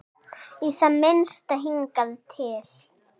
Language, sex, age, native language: Icelandic, female, 7, Icelandic